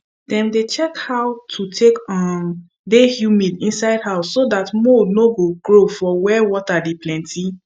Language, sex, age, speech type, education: Nigerian Pidgin, female, 15-29, spontaneous, tertiary